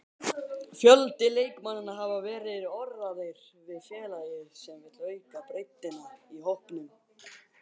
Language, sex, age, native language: Icelandic, male, 18-19, Icelandic